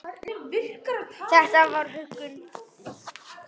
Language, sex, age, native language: Icelandic, female, 10, Icelandic